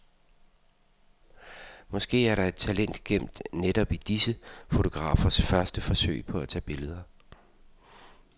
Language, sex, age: Danish, male, 52